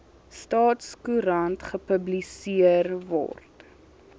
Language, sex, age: Afrikaans, female, 21